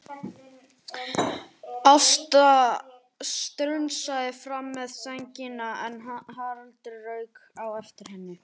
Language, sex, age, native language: Icelandic, male, 18-19, Icelandic